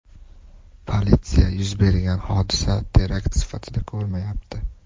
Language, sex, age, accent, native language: Uzbek, male, 18-24, Toshkent shahri, Uzbek